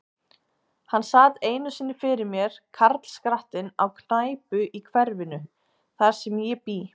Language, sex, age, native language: Icelandic, female, 20-29, Icelandic